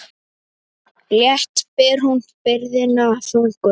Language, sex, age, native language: Icelandic, male, 9, Icelandic